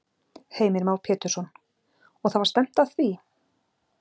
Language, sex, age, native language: Icelandic, female, 40-49, Icelandic